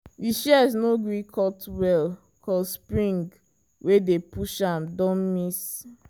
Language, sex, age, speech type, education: Nigerian Pidgin, female, 15-29, spontaneous, tertiary